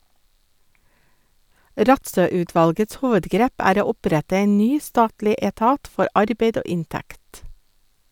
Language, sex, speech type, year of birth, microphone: Norwegian, female, read, 1956, Sennheiser